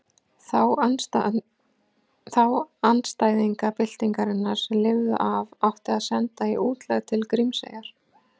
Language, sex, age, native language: Icelandic, female, 40-49, Icelandic